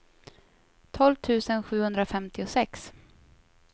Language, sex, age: Swedish, female, 24